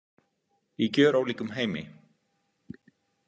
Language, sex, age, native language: Icelandic, male, 50-59, Icelandic